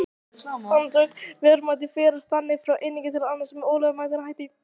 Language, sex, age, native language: Icelandic, female, 18-19, Icelandic